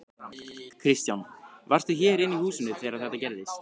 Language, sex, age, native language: Icelandic, male, 15, Icelandic